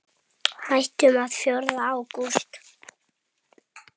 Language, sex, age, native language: Icelandic, male, 7, Icelandic